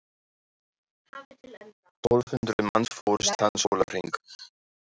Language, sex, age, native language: Icelandic, male, 40-49, German